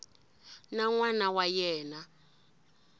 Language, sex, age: Tsonga, female, 20